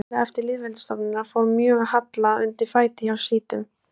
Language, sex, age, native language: Icelandic, female, 20-29, Icelandic